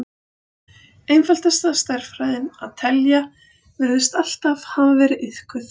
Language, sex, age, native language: Icelandic, female, 40-49, Icelandic